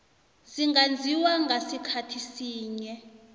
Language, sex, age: South Ndebele, female, 26